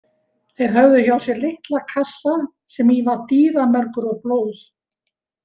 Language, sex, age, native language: Icelandic, female, 70-79, Icelandic